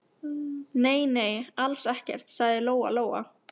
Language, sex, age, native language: Icelandic, female, 15, Icelandic